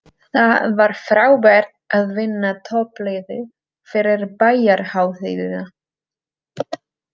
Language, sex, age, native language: Icelandic, female, 30-39, Czech